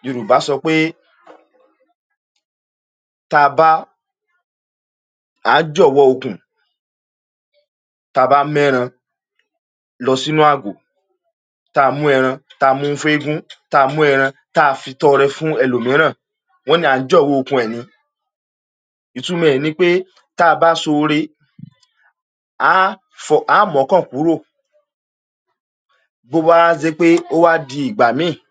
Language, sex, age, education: Yoruba, male, 46-60, tertiary